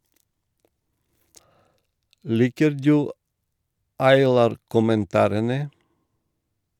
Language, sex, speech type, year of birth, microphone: Norwegian, male, read, 1958, Shure